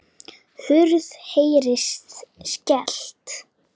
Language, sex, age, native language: Icelandic, female, 9, Icelandic